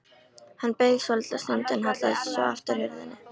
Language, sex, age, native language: Icelandic, female, 13, Icelandic